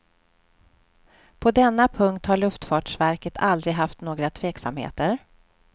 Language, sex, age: Swedish, female, 46